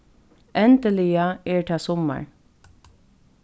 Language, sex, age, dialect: Faroese, female, 15-35, Norðurstreymoy/Eysturoy